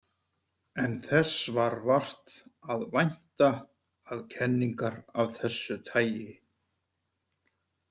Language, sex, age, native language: Icelandic, male, 50-59, Icelandic